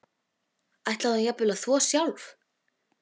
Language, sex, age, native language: Icelandic, female, 12, Icelandic